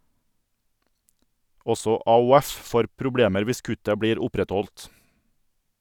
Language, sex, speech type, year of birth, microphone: Norwegian, male, read, 1978, Sennheiser